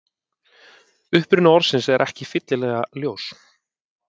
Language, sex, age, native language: Icelandic, male, 30-39, Icelandic